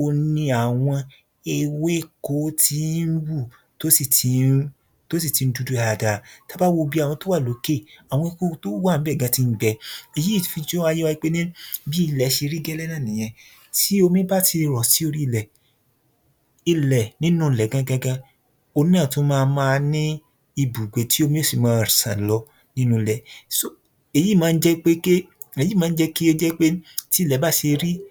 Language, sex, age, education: Yoruba, male, 30-45, tertiary